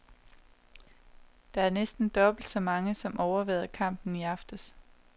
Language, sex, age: Danish, female, 27